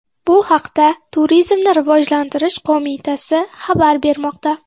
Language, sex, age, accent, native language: Uzbek, female, 12-17, Qoraqalpog'iston, Uzbek